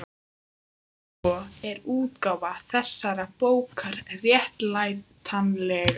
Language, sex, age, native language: Icelandic, female, 15, Icelandic